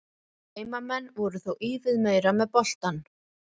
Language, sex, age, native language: Icelandic, female, 40-49, Icelandic